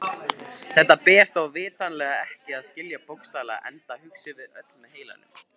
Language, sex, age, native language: Icelandic, male, 50-59, Icelandic